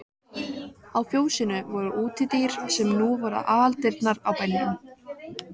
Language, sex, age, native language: Icelandic, female, 14, Icelandic